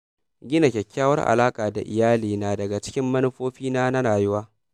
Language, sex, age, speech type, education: Hausa, male, 15-29, read, secondary